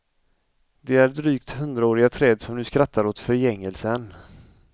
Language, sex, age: Swedish, male, 35